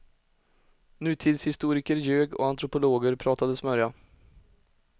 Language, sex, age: Swedish, male, 20